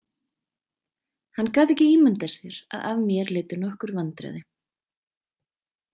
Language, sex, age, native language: Icelandic, female, 20-29, Icelandic